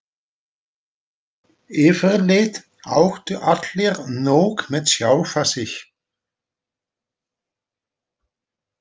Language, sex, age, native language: Icelandic, male, 40-49, Dutch